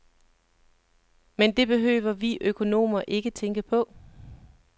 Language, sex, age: Danish, male, 37